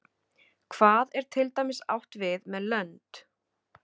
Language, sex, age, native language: Icelandic, female, 30-39, Icelandic